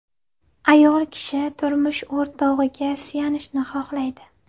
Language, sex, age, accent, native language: Uzbek, female, 18-24, Navoiy, Uzbek